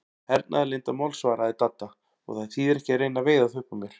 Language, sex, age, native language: Icelandic, male, 40-49, Icelandic